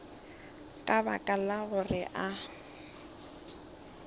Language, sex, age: Northern Sotho, female, 18